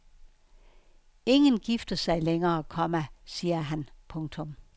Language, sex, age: Danish, female, 69